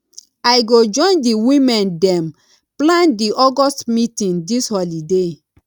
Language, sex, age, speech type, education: Nigerian Pidgin, female, 30-45, spontaneous, tertiary